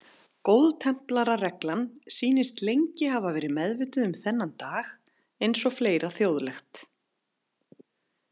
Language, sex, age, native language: Icelandic, female, 30-39, Icelandic